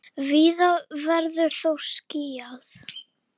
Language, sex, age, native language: Icelandic, female, 9, Icelandic